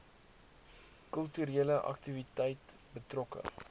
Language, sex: Afrikaans, male